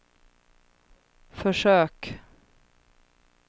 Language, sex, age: Swedish, female, 31